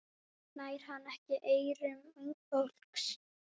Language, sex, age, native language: Icelandic, female, 12, Icelandic